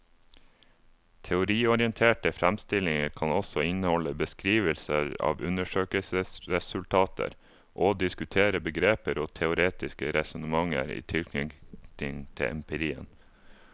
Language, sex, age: Norwegian, male, 28